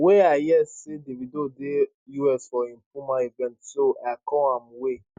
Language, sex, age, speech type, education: Nigerian Pidgin, male, 15-29, spontaneous, tertiary